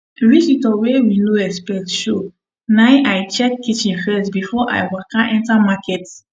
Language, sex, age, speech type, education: Nigerian Pidgin, female, 15-29, spontaneous, tertiary